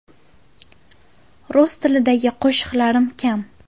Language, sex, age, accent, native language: Uzbek, female, 18-24, Qashqadaryo, Uzbek